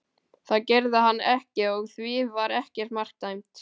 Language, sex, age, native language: Icelandic, male, 18-19, Icelandic